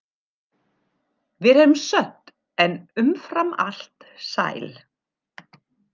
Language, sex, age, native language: Icelandic, female, 40-49, German